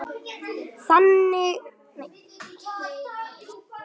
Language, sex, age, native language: Icelandic, male, 8, Icelandic